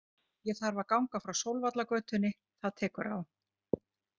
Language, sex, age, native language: Icelandic, female, 50-59, Icelandic